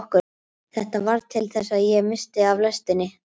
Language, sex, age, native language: Icelandic, male, 12, Icelandic